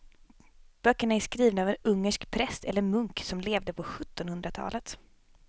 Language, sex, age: Swedish, female, 26